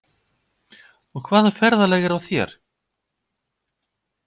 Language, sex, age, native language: Icelandic, male, 50-59, Icelandic